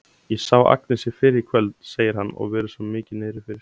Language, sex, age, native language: Icelandic, male, 17, Icelandic